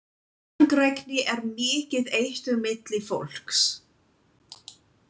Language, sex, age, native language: Icelandic, female, 20-29, English